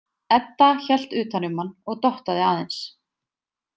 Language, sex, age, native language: Icelandic, female, 20-29, Icelandic